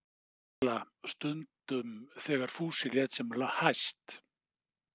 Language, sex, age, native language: Icelandic, male, 60-69, Icelandic